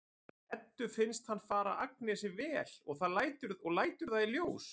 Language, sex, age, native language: Icelandic, male, 40-49, Icelandic